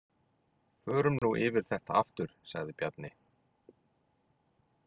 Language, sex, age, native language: Icelandic, male, 40-49, Icelandic